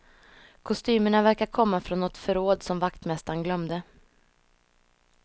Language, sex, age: Swedish, female, 26